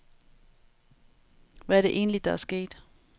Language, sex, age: Danish, female, 35